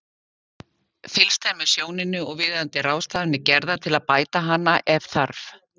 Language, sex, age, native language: Icelandic, female, 50-59, Icelandic